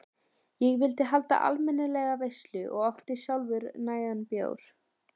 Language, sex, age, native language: Icelandic, female, 12, Icelandic